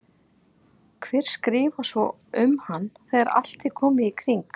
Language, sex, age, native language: Icelandic, female, 40-49, Icelandic